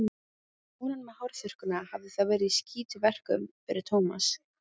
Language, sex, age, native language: Icelandic, female, 15, Icelandic